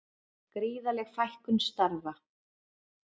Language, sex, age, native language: Icelandic, female, 40-49, Icelandic